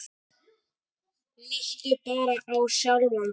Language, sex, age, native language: Icelandic, male, 10, Icelandic